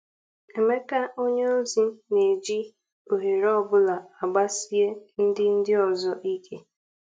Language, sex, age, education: Igbo, female, 15-29, tertiary